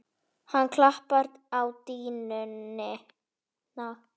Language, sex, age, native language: Icelandic, female, 10, Icelandic